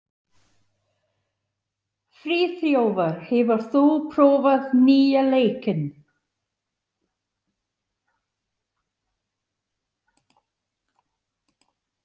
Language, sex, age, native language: Icelandic, female, 60-69, English